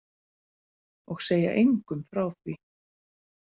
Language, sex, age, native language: Icelandic, female, 40-49, Icelandic